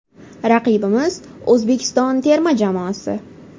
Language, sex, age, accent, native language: Uzbek, female, 19-29, Farg'ona, Uzbek